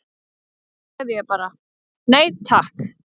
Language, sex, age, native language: Icelandic, female, 30-39, Icelandic